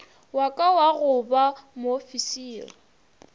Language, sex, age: Northern Sotho, female, 22